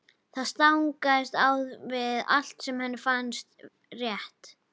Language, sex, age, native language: Icelandic, female, 11, Icelandic